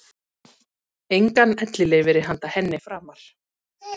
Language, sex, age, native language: Icelandic, female, 30-39, Icelandic